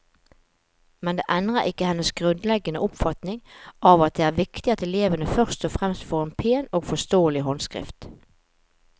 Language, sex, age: Norwegian, female, 45